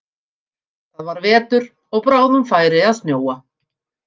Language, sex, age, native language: Icelandic, female, 50-59, Icelandic